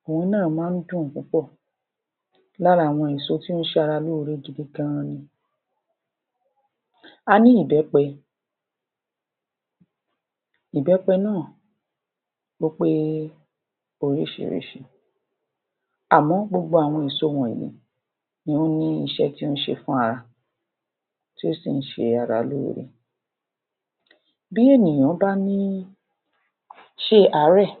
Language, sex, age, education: Yoruba, female, 60+, tertiary